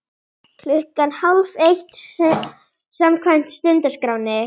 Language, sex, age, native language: Icelandic, female, 18-19, Icelandic